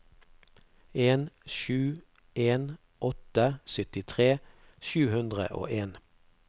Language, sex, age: Norwegian, male, 48